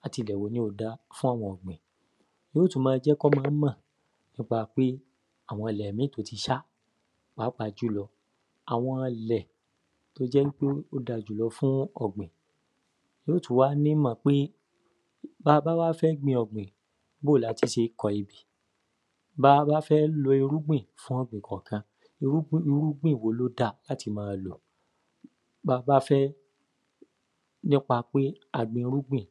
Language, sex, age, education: Yoruba, male, 15-29, tertiary